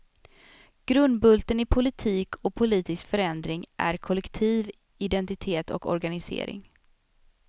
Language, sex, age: Swedish, female, 27